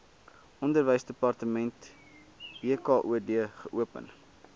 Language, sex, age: Afrikaans, male, 19